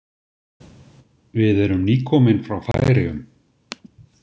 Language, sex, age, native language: Icelandic, male, 60-69, Icelandic